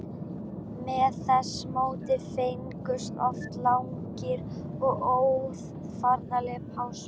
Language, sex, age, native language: Icelandic, female, 12, Icelandic